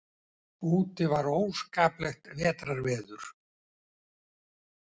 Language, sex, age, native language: Icelandic, male, 70-79, Icelandic